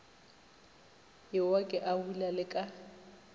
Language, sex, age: Northern Sotho, female, 25